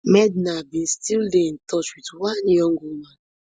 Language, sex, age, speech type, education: Nigerian Pidgin, female, 15-29, spontaneous, tertiary